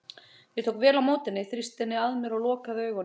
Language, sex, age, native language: Icelandic, female, 30-39, Icelandic